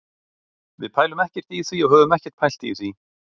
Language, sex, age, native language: Icelandic, male, 40-49, Icelandic